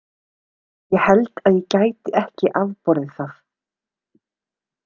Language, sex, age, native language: Icelandic, female, 30-39, Icelandic